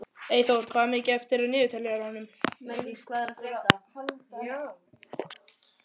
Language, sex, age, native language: Icelandic, male, 11, Icelandic